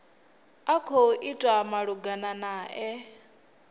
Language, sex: Venda, female